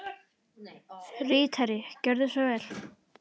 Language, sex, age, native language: Icelandic, female, 10, Icelandic